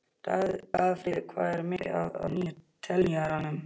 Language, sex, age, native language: Icelandic, male, 12, Icelandic